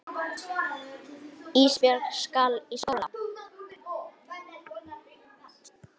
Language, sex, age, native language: Icelandic, female, 8, Icelandic